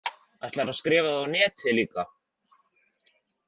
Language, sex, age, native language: Icelandic, male, 40-49, Icelandic